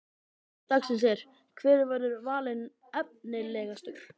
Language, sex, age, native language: Icelandic, male, 12, Icelandic